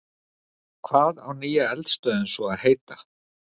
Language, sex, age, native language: Icelandic, male, 50-59, Icelandic